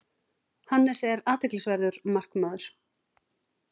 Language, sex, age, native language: Icelandic, female, 40-49, Icelandic